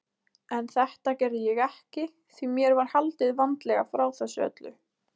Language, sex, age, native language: Icelandic, female, 20-29, Icelandic